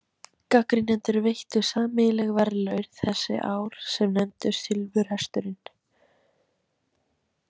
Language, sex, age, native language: Icelandic, female, 18-19, Icelandic